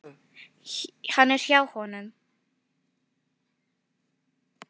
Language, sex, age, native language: Icelandic, female, 10, Filipino